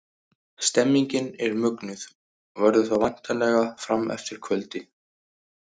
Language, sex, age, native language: Icelandic, male, 18-19, Icelandic